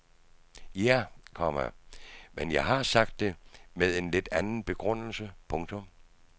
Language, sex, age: Danish, male, 66